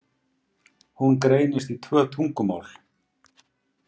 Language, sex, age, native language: Icelandic, male, 50-59, Icelandic